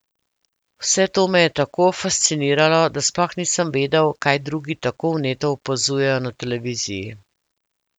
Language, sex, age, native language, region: Slovenian, female, 50-59, Slovenian, Central Slovenia